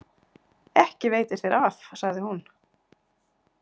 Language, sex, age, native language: Icelandic, female, 40-49, Icelandic